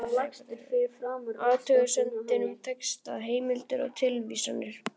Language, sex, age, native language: Icelandic, male, 11, Icelandic